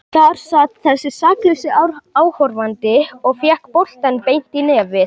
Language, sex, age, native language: Icelandic, male, 18-19, Icelandic